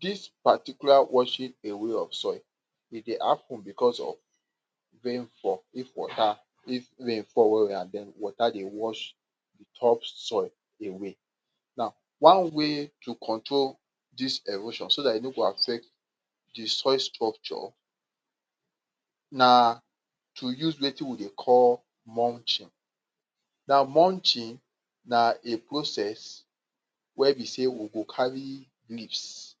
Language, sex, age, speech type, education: Nigerian Pidgin, male, 46-60, spontaneous, tertiary